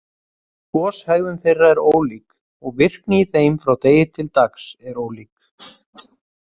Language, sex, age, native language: Icelandic, male, 30-39, Icelandic